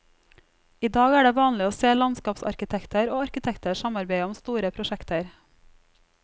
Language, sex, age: Norwegian, female, 34